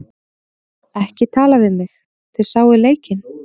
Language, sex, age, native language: Icelandic, female, 30-39, Icelandic